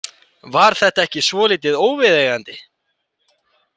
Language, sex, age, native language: Icelandic, male, 18-19, Icelandic